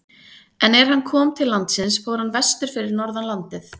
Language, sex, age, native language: Icelandic, female, 30-39, Icelandic